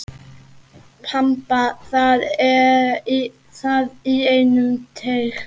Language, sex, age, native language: Icelandic, male, 8, Icelandic